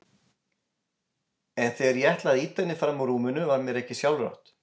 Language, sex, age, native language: Icelandic, male, 20-29, Icelandic